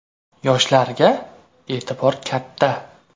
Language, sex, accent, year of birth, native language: Uzbek, male, Toshkent viloyati, 2000, Uzbek